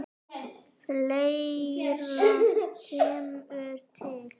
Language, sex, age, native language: Icelandic, female, 9, Icelandic